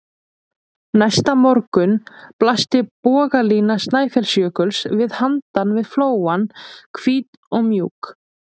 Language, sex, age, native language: Icelandic, female, 20-29, Icelandic